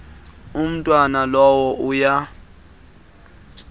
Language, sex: Xhosa, male